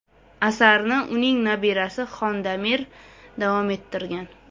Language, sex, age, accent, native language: Uzbek, female, 18-24, Surxondaryo, Uzbek